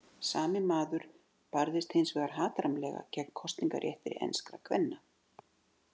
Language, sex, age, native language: Icelandic, female, 60-69, Icelandic